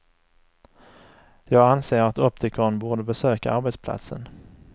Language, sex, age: Swedish, male, 35